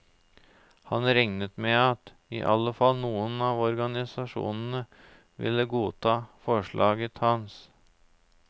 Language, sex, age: Norwegian, male, 34